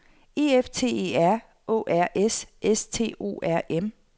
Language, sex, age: Danish, female, 48